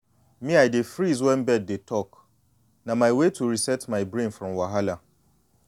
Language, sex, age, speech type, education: Nigerian Pidgin, male, 30-45, spontaneous, tertiary